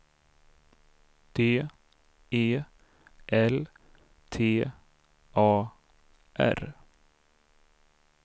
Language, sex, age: Swedish, male, 32